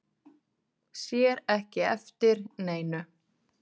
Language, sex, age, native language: Icelandic, female, 30-39, Icelandic